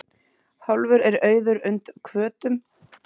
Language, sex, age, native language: Icelandic, female, 9, Icelandic